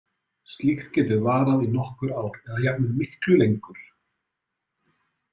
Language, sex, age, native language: Icelandic, male, 30-39, Icelandic